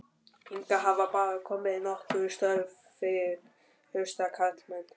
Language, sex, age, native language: Icelandic, male, 12, Icelandic